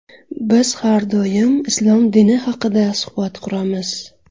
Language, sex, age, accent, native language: Uzbek, female, 25-34, Qashqadaryo, Uzbek